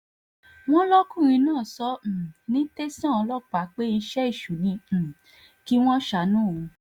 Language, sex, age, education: Yoruba, female, 15-29, tertiary